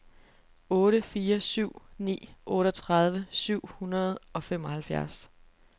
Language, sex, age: Danish, female, 29